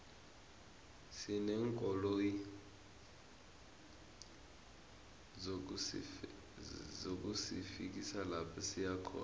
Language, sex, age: South Ndebele, male, 20